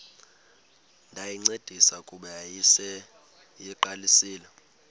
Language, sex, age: Xhosa, male, 22